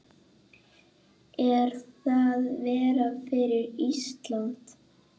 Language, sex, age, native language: Icelandic, female, 8, Icelandic